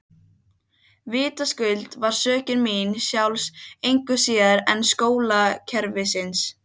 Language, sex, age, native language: Icelandic, other, 12, Icelandic